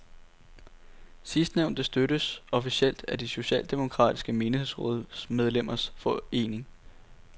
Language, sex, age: Danish, male, 18